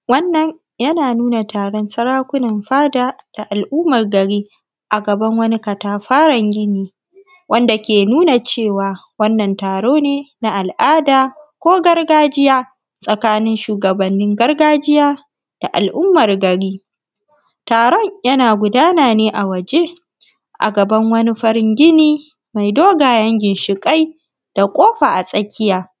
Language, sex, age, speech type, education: Hausa, female, 15-29, spontaneous, tertiary